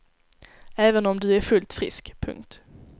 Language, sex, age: Swedish, female, 17